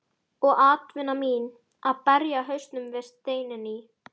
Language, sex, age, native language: Icelandic, female, 12, Icelandic